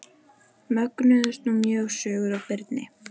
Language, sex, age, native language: Icelandic, female, 13, Icelandic